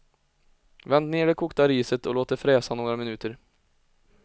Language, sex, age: Swedish, male, 20